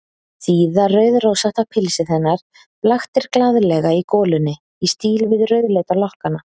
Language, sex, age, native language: Icelandic, female, 30-39, Icelandic